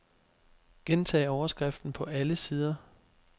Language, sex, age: Danish, male, 25